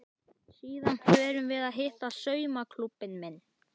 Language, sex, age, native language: Icelandic, male, 11, Icelandic